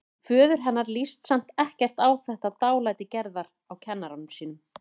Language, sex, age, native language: Icelandic, female, 30-39, Icelandic